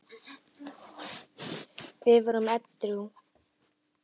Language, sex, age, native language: Icelandic, female, 10, Icelandic